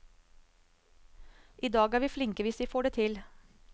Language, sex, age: Norwegian, female, 35